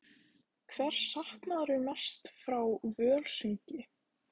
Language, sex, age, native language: Icelandic, female, 15, Icelandic